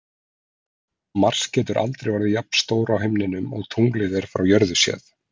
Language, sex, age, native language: Icelandic, male, 40-49, Icelandic